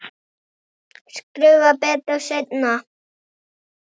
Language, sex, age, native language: Icelandic, male, 9, Icelandic